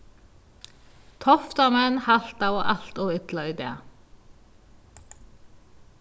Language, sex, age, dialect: Faroese, female, 36-60, Vágar